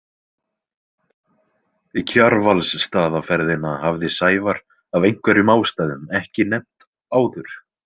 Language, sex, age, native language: Icelandic, male, 20-29, Icelandic